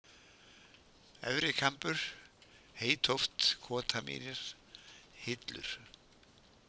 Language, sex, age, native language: Icelandic, male, 70-79, Icelandic